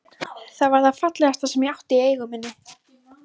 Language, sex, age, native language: Icelandic, female, 13, Icelandic